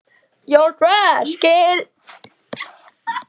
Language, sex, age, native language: Icelandic, other, 11, Icelandic